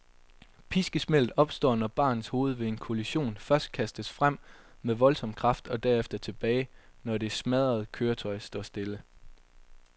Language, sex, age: Danish, male, 22